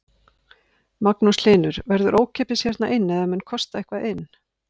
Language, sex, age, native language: Icelandic, female, 50-59, Icelandic